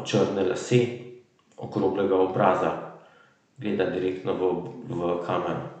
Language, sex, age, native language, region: Slovenian, male, 30-49, Slovenian, Central Slovenia